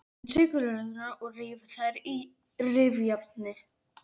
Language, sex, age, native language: Icelandic, male, 11, Icelandic